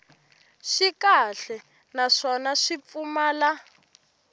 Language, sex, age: Tsonga, female, 18